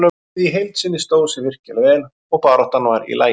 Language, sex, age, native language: Icelandic, male, 30-39, Icelandic